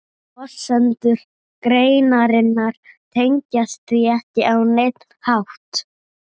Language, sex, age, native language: Icelandic, female, 30-39, Icelandic